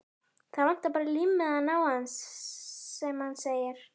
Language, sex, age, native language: Icelandic, female, 12, Icelandic